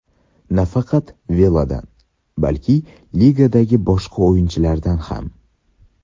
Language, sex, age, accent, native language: Uzbek, male, under 19, Sirdaryo, Uzbek